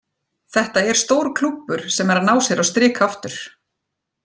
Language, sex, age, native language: Icelandic, female, 40-49, Icelandic